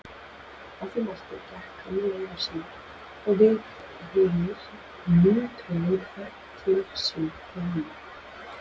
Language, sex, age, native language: Icelandic, female, 40-49, Icelandic